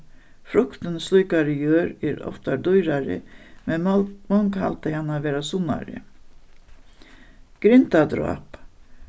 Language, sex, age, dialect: Faroese, female, 61+, Suðuroy